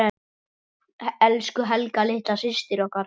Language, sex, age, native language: Icelandic, male, 9, Icelandic